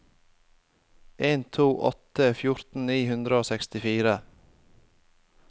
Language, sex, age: Norwegian, male, 25